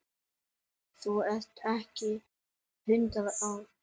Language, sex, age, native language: Icelandic, male, 9, Icelandic